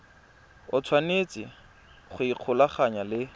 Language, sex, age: Tswana, male, 20